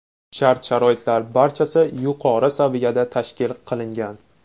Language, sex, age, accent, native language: Uzbek, male, 18-24, Namangan, Uzbek